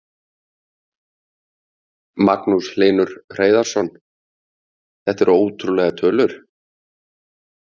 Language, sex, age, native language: Icelandic, male, 50-59, Icelandic